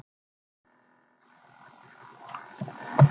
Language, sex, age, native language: Icelandic, male, 60-69, Icelandic